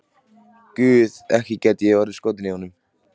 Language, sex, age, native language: Icelandic, male, 13, Icelandic